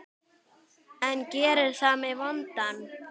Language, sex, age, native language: Icelandic, female, 9, Icelandic